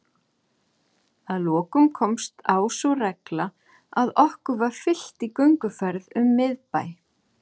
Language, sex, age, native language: Icelandic, female, 40-49, Icelandic